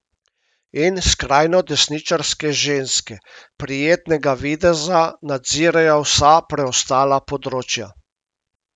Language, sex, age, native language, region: Slovenian, male, 50-59, Slovenian, Primorsko-notranjska region